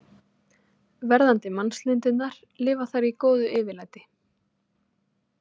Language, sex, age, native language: Icelandic, female, 30-39, Icelandic